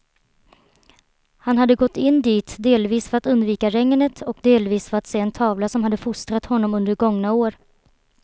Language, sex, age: Swedish, female, 23